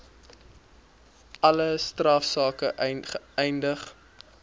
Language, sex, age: Afrikaans, male, 23